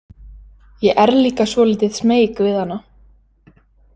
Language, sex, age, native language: Icelandic, female, 20-29, Icelandic